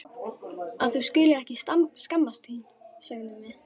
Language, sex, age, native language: Icelandic, female, 12, Icelandic